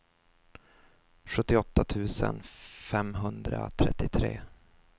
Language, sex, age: Swedish, male, 24